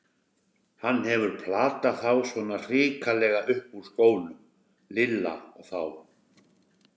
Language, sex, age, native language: Icelandic, male, 60-69, Icelandic